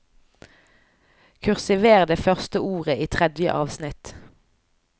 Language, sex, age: Norwegian, female, 29